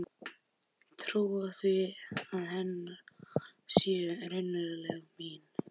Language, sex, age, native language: Icelandic, male, 12, Icelandic